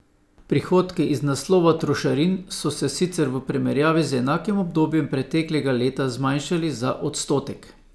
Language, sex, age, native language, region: Slovenian, male, 50-59, Slovenian, Savinja region